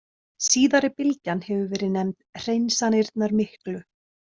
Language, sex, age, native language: Icelandic, female, 30-39, Icelandic